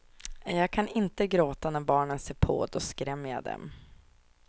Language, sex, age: Swedish, female, 24